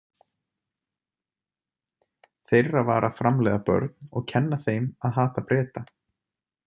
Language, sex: Icelandic, male